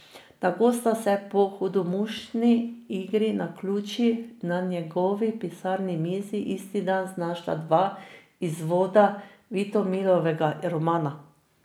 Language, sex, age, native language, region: Slovenian, female, 50-59, Slovenian, Drava region